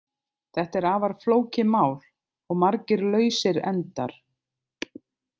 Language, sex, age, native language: Icelandic, other, 50-59, Icelandic